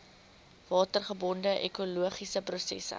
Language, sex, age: Afrikaans, female, 19